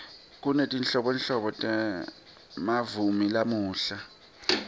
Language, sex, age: Swati, male, 23